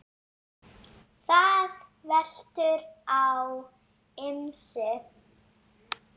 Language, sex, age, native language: Icelandic, female, 7, Icelandic